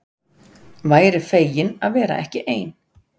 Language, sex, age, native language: Icelandic, female, 40-49, Icelandic